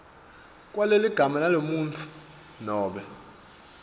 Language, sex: Swati, male